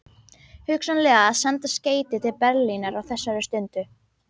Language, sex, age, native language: Icelandic, female, 12, Icelandic